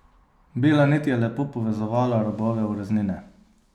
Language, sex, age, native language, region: Slovenian, male, 30-49, Slovenian, Savinja region